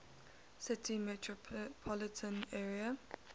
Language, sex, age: English, female, 19